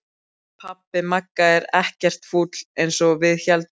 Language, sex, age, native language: Icelandic, male, 12, Icelandic